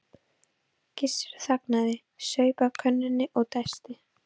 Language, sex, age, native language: Icelandic, female, 12, Icelandic